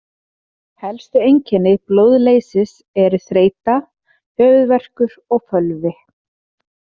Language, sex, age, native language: Icelandic, female, 30-39, Icelandic